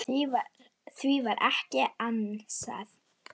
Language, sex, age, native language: Icelandic, female, 9, Icelandic